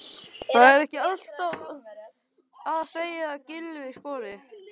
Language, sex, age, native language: Icelandic, male, 11, Icelandic